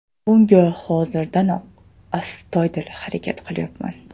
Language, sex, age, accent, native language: Uzbek, male, 18-24, Toshkent shahri, Uzbek